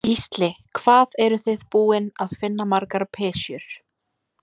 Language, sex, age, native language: Icelandic, female, 18-19, Icelandic